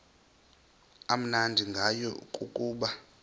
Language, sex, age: Xhosa, male, 26